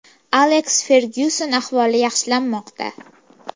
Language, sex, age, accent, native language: Uzbek, female, 18-24, Farg'ona, Uzbek